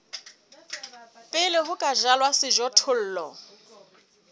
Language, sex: Southern Sotho, female